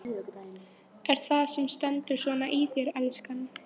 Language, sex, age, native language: Icelandic, female, 13, Icelandic